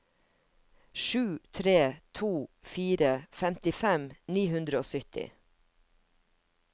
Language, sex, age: Norwegian, female, 50